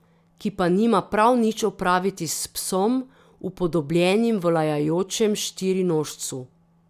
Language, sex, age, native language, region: Slovenian, female, 30-49, Slovenian, Drava region